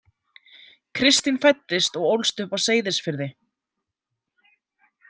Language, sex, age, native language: Icelandic, female, 20-29, Icelandic